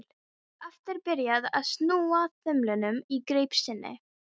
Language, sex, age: Icelandic, female, 13